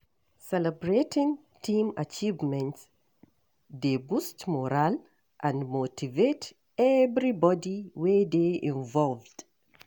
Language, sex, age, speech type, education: Nigerian Pidgin, female, 60+, read, tertiary